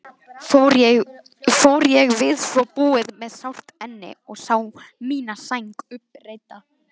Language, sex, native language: Icelandic, female, Icelandic